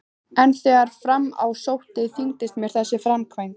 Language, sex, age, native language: Icelandic, female, 15, Icelandic